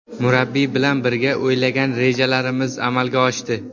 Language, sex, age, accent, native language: Uzbek, male, under 19, Toshkent viloyati, Uzbek